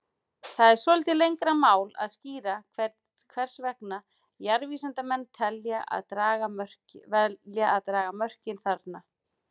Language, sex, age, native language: Icelandic, female, 40-49, Icelandic